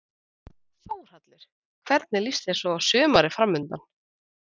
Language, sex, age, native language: Icelandic, female, 20-29, Icelandic